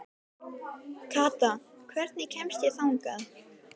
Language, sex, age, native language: Icelandic, female, 12, Icelandic